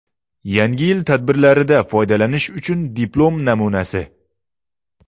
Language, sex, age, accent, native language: Uzbek, male, 19-29, Xorazm, Uzbek